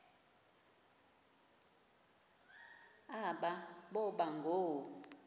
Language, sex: Xhosa, female